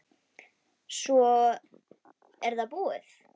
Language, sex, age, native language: Icelandic, female, 10, Icelandic